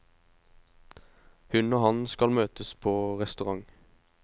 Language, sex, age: Norwegian, male, 25